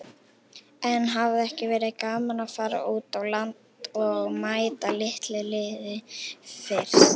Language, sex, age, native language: Icelandic, female, 18-19, Icelandic